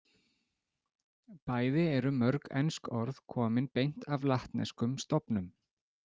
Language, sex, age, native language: Icelandic, male, 30-39, Icelandic